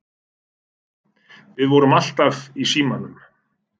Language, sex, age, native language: Icelandic, male, 40-49, Icelandic